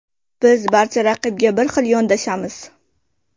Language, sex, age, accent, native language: Uzbek, female, 18-24, Qashqadaryo, Uzbek